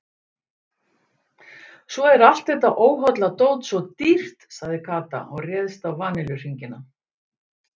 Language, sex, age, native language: Icelandic, female, 60-69, Icelandic